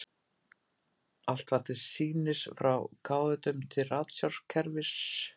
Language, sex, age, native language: Icelandic, female, 50-59, Icelandic